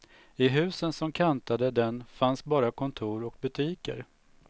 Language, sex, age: Swedish, male, 45